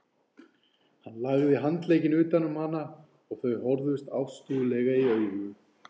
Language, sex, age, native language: Icelandic, male, 40-49, Icelandic